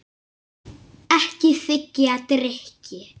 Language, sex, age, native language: Icelandic, male, 6, Icelandic